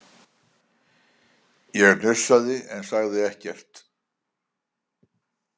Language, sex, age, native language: Icelandic, male, 70-79, Icelandic